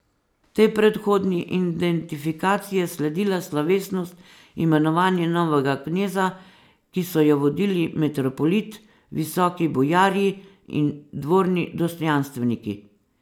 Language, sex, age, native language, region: Slovenian, female, 50-59, Slovenian, Savinja region